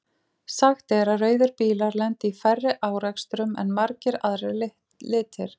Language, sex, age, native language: Icelandic, female, 40-49, Icelandic